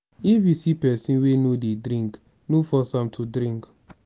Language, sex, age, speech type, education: Nigerian Pidgin, male, 15-29, spontaneous, tertiary